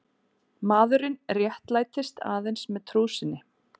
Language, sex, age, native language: Icelandic, female, 40-49, Icelandic